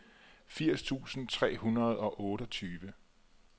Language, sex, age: Danish, male, 34